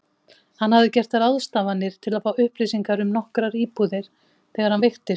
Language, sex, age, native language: Icelandic, female, 50-59, Icelandic